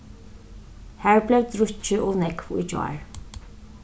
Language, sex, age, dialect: Faroese, female, 36-60, Suðurstreymoy